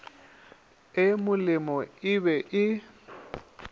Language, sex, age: Northern Sotho, male, 27